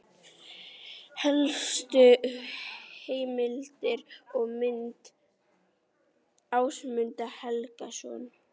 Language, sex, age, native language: Icelandic, female, 40-49, Icelandic